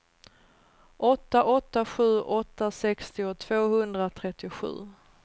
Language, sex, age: Swedish, female, 39